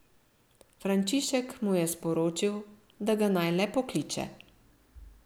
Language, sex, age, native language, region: Slovenian, female, 50-59, Slovenian, Central Slovenia